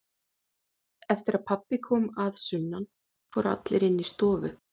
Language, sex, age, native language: Icelandic, female, 40-49, Icelandic